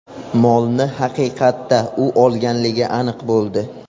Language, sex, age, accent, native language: Uzbek, male, 18-24, Qashqadaryo, Uzbek